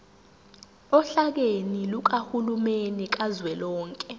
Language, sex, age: Zulu, female, 17